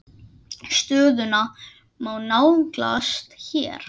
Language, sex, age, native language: Icelandic, male, 10, Icelandic